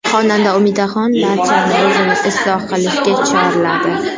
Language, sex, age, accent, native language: Uzbek, female, under 19, Qashqadaryo, Uzbek